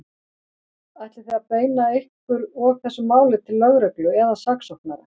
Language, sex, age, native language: Icelandic, female, 40-49, Icelandic